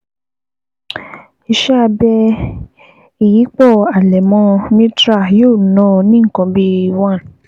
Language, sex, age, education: Yoruba, female, 15-29, tertiary